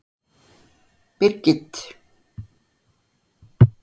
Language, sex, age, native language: Icelandic, female, 60-69, Icelandic